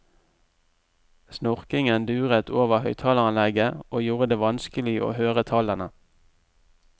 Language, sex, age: Norwegian, male, 44